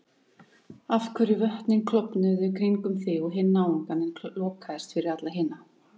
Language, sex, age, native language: Icelandic, female, 30-39, Icelandic